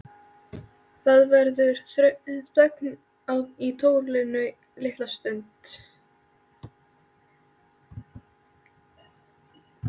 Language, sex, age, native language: Icelandic, female, 13, Icelandic